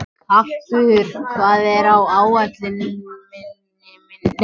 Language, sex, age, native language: Icelandic, other, 18-19, Icelandic